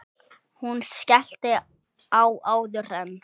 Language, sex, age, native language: Icelandic, male, 8, Icelandic